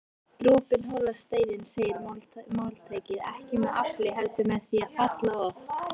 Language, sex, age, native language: Icelandic, female, 18-19, Icelandic